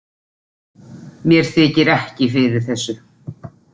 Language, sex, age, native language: Icelandic, female, 40-49, Icelandic